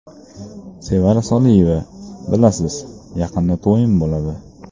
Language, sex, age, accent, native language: Uzbek, male, 19-29, Andijon, Uzbek